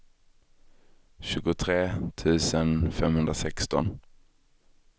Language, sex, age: Swedish, male, 23